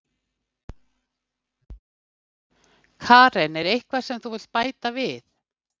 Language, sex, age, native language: Icelandic, female, 50-59, Icelandic